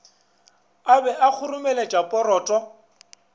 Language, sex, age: Northern Sotho, male, 24